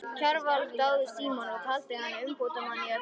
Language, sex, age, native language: Icelandic, female, 13, Icelandic